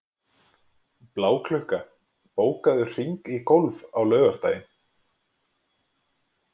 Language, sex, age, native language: Icelandic, male, 20-29, Icelandic